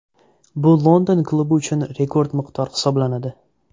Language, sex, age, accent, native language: Uzbek, male, 18-24, Toshkent viloyati, Uzbek